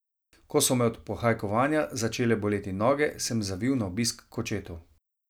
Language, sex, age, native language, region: Slovenian, male, 30-49, Slovenian, Savinja region